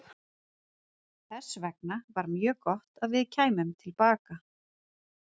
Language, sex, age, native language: Icelandic, female, 30-39, Icelandic